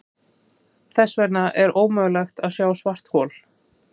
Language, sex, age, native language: Icelandic, female, 30-39, Icelandic